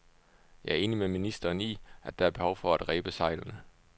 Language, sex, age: Danish, male, 29